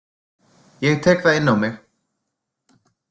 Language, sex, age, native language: Icelandic, male, 20-29, Icelandic